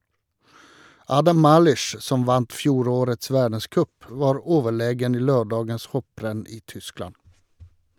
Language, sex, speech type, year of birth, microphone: Norwegian, male, read, 1952, Shure